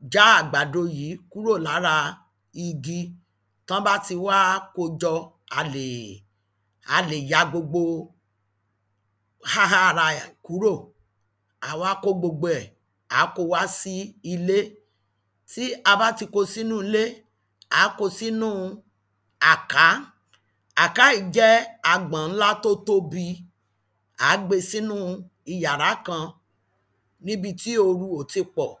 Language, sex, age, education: Yoruba, female, 46-60, tertiary